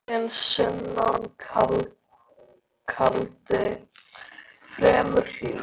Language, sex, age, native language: Icelandic, male, 13, Icelandic